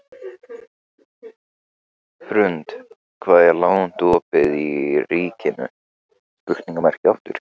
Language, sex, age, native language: Icelandic, male, 15, Icelandic